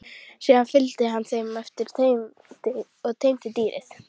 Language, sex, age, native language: Icelandic, female, 12, Icelandic